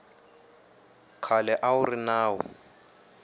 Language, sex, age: Tsonga, male, 18